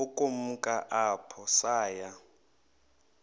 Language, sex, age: Xhosa, male, 21